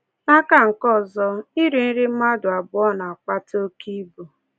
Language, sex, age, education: Igbo, female, 15-29, tertiary